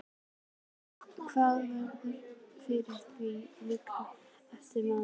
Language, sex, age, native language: Icelandic, female, 11, Icelandic